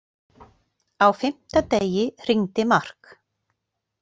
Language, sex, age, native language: Icelandic, female, 40-49, Icelandic